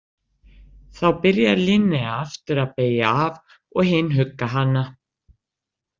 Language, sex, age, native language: Icelandic, female, 60-69, Icelandic